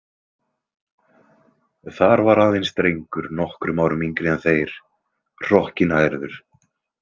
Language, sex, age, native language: Icelandic, male, 20-29, Icelandic